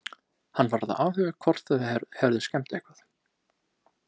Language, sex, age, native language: Icelandic, male, 20-29, English